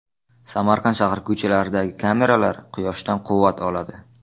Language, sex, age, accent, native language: Uzbek, male, under 19, Navoiy, Uzbek